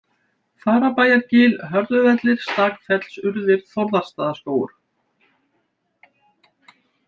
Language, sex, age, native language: Icelandic, female, 70-79, Icelandic